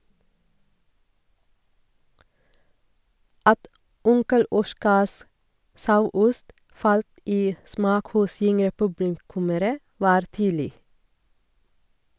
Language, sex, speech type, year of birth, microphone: Norwegian, female, read, 1969, Sennheiser